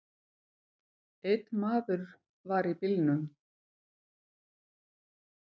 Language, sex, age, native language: Icelandic, female, 50-59, Icelandic